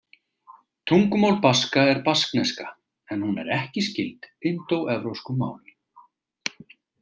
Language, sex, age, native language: Icelandic, male, 40-49, Icelandic